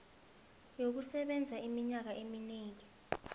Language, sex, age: South Ndebele, female, 22